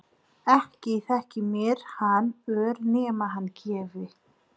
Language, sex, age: Icelandic, female, 30-39